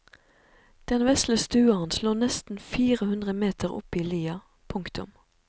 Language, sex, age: Norwegian, female, 37